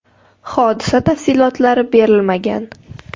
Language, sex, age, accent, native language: Uzbek, female, 18-24, Surxondaryo, Uzbek